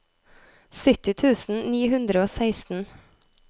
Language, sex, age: Norwegian, female, 33